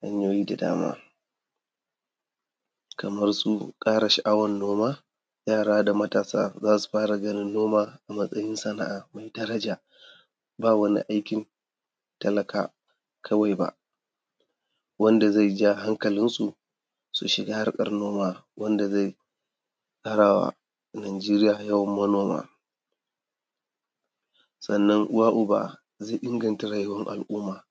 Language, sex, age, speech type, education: Hausa, male, 30-45, spontaneous, tertiary